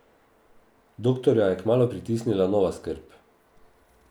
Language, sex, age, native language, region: Slovenian, male, 50-59, Slovenian, Drava region